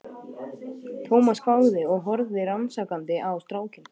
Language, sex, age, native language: Icelandic, male, 12, Icelandic